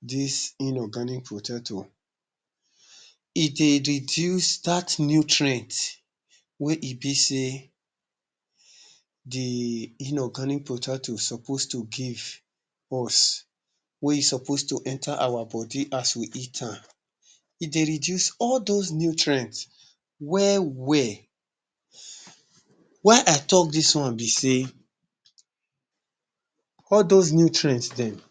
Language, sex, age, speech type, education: Nigerian Pidgin, male, 30-45, spontaneous, tertiary